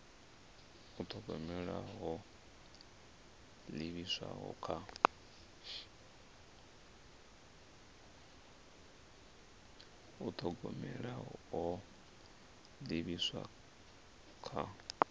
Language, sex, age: Venda, male, 34